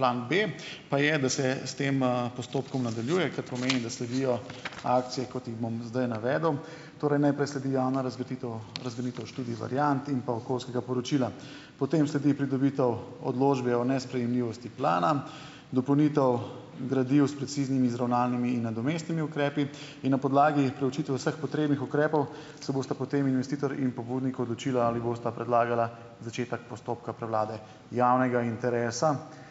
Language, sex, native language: Slovenian, male, Slovenian